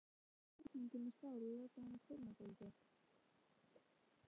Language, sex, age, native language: Icelandic, female, 12, Icelandic